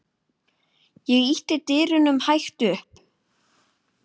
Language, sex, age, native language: Icelandic, male, 8, Icelandic